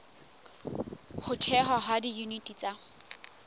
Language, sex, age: Southern Sotho, female, 19